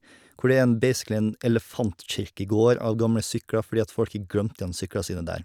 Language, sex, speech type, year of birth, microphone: Norwegian, male, spontaneous, 1989, Shure